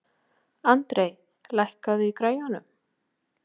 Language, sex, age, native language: Icelandic, female, 40-49, Icelandic